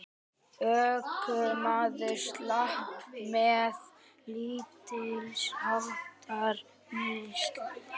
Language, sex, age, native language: Icelandic, female, 18-19, Icelandic